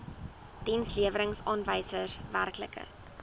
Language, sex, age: Afrikaans, female, 19